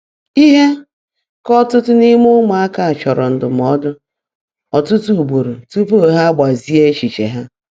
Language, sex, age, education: Igbo, female, 30-45, tertiary